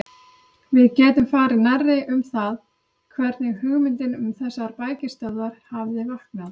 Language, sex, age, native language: Icelandic, female, 30-39, Icelandic